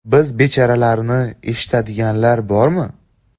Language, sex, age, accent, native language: Uzbek, male, 18-24, Andijon, Uzbek